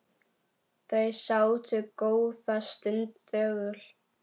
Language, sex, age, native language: Icelandic, female, 10, Icelandic